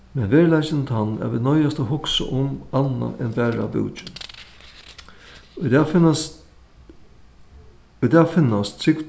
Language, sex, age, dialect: Faroese, male, 61+, Suðuroy